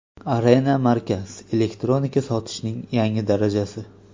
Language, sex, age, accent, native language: Uzbek, male, 25-34, Farg'ona, Uzbek